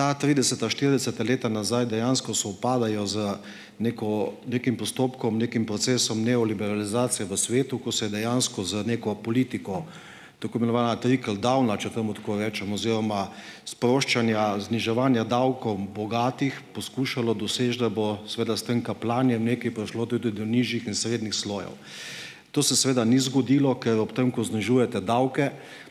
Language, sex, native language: Slovenian, male, Slovenian